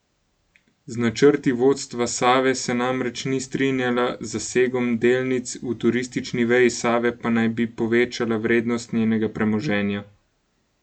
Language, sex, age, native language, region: Slovenian, male, 18-29, Slovenian, Gorenjska region